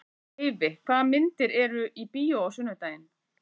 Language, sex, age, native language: Icelandic, female, 40-49, Icelandic